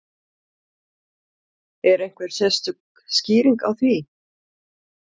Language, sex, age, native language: Icelandic, female, 40-49, Icelandic